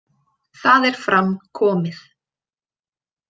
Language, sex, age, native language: Icelandic, female, 20-29, Icelandic